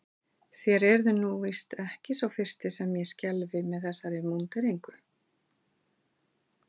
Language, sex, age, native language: Icelandic, female, 40-49, Icelandic